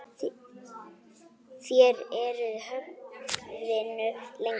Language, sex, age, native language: Icelandic, female, 8, Icelandic